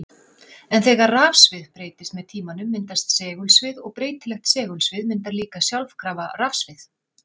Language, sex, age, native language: Icelandic, female, 40-49, Icelandic